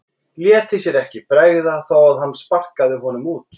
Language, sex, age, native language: Icelandic, female, 14, Icelandic